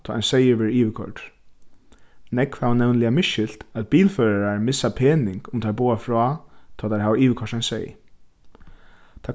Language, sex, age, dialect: Faroese, male, 15-35, Suðurstreymoy